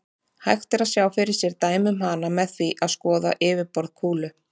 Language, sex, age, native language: Icelandic, female, 30-39, Icelandic